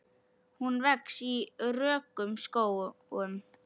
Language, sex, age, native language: Icelandic, female, 10, Icelandic